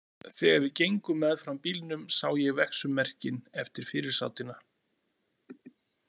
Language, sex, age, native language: Icelandic, male, 40-49, Icelandic